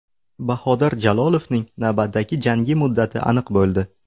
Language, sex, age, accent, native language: Uzbek, male, 18-24, Buxoro, Uzbek